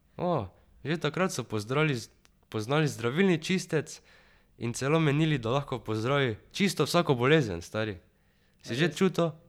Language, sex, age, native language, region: Slovenian, male, 12-17, Slovenian, Drava region